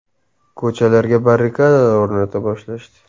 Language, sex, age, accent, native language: Uzbek, male, 19-29, Toshkent shahri, Uzbek